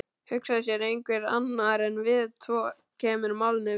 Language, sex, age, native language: Icelandic, male, 12, Icelandic